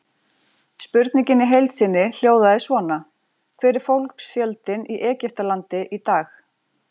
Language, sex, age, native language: Icelandic, female, 40-49, Icelandic